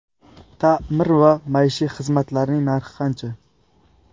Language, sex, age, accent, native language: Uzbek, male, 18-24, Qashqadaryo, Uzbek